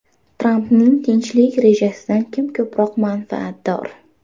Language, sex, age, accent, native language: Uzbek, female, 18-24, Farg'ona, Uzbek